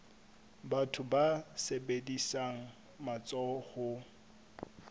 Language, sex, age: Southern Sotho, male, 25